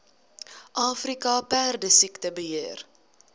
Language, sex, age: Afrikaans, female, 19